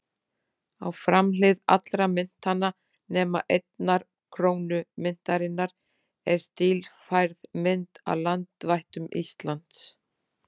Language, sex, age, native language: Icelandic, female, 40-49, Icelandic